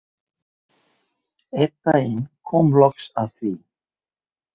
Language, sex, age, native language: Icelandic, male, 50-59, Icelandic